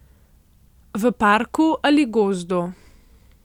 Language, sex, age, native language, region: Slovenian, female, 18-29, Slovenian, Central Slovenia